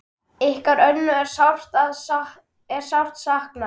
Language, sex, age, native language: Icelandic, male, 10, Icelandic